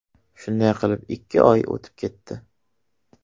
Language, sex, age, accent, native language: Uzbek, male, 18-24, Qashqadaryo, Uzbek